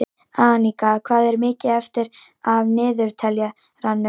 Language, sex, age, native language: Icelandic, female, 18-19, Icelandic